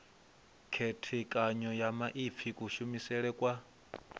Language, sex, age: Venda, male, 22